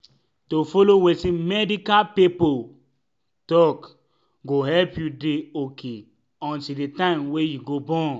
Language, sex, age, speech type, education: Nigerian Pidgin, male, 15-29, spontaneous, tertiary